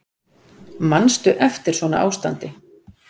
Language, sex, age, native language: Icelandic, female, 40-49, Icelandic